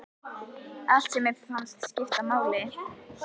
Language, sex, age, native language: Icelandic, female, 11, Icelandic